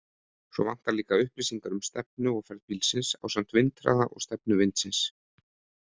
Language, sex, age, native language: Icelandic, male, 30-39, Icelandic